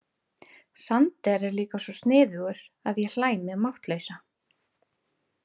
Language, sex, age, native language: Icelandic, female, 30-39, Icelandic